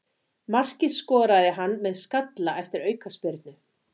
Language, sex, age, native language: Icelandic, female, 40-49, Icelandic